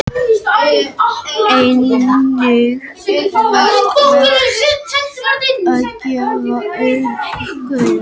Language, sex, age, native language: Icelandic, male, 18-19, Icelandic